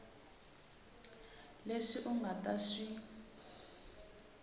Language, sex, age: Tsonga, female, 18